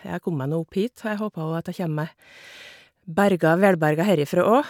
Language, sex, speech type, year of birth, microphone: Norwegian, female, spontaneous, 1973, Shure